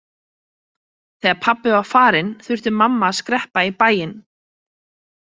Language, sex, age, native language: Icelandic, female, 30-39, Icelandic